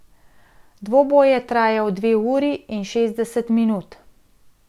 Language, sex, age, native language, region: Slovenian, female, 30-49, Slovenian, Central Slovenia